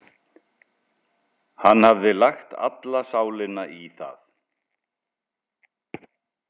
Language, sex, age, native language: Icelandic, male, 60-69, Icelandic